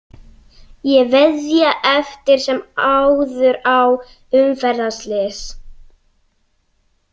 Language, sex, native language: Icelandic, other, Icelandic